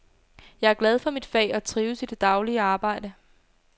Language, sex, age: Danish, female, 22